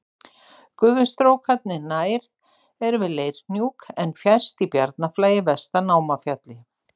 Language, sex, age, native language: Icelandic, female, 60-69, Icelandic